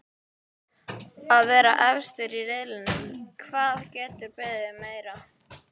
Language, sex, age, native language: Icelandic, female, 12, Icelandic